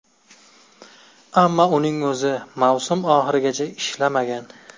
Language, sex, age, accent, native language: Uzbek, male, 25-34, Jizzax, Uzbek